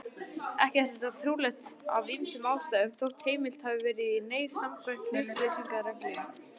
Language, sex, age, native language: Icelandic, male, 18-19, Icelandic